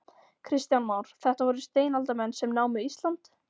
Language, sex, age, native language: Icelandic, female, 14, Icelandic